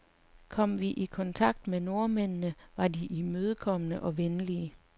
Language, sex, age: Danish, female, 35